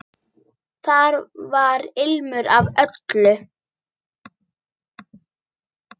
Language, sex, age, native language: Icelandic, female, 9, Icelandic